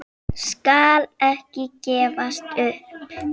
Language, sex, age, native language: Icelandic, female, 5, Icelandic